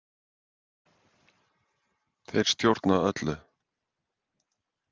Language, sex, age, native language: Icelandic, male, 50-59, Icelandic